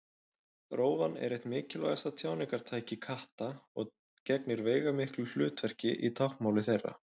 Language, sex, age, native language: Icelandic, male, 20-29, Icelandic